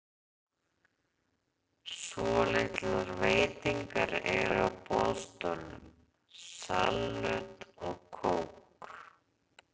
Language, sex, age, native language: Icelandic, female, 30-39, Icelandic